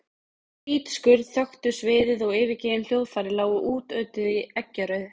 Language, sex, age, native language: Icelandic, female, 20-29, Icelandic